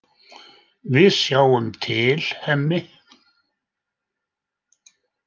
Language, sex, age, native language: Icelandic, male, 80-89, Icelandic